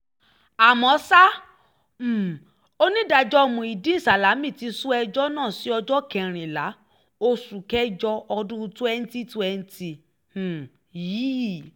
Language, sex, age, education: Yoruba, female, 15-29, tertiary